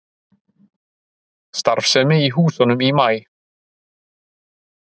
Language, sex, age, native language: Icelandic, male, 30-39, Icelandic